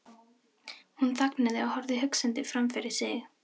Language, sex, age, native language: Icelandic, female, 13, Filipino